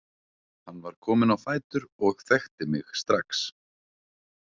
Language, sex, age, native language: Icelandic, male, 30-39, Icelandic